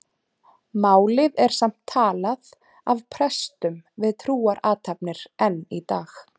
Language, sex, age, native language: Icelandic, female, 30-39, Icelandic